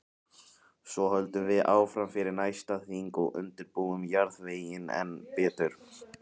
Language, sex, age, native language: Icelandic, male, 18-19, Icelandic